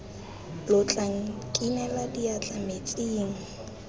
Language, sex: Tswana, female